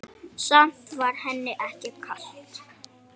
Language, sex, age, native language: Icelandic, male, 7, Icelandic